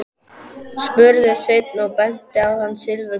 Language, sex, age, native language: Icelandic, male, 12, Icelandic